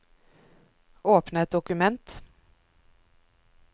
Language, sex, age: Norwegian, female, 24